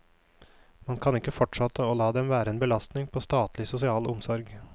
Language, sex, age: Norwegian, male, 29